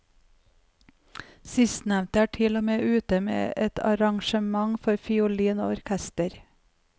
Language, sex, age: Norwegian, female, 45